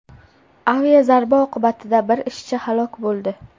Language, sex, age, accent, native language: Uzbek, female, 18-24, Toshkent shahri, Uzbek